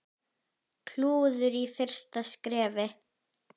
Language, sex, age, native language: Icelandic, female, 10, Icelandic